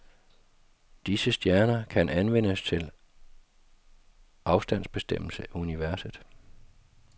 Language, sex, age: Danish, male, 52